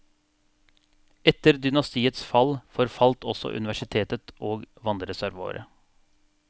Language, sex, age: Norwegian, male, 42